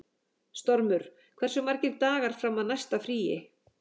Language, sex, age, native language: Icelandic, female, 40-49, Icelandic